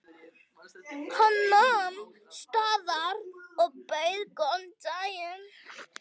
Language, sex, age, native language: Icelandic, male, 13, Icelandic